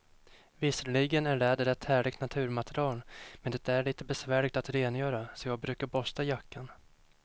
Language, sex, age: Swedish, male, 25